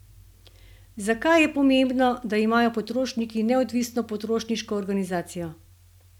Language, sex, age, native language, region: Slovenian, female, 50-59, Slovenian, Gorenjska region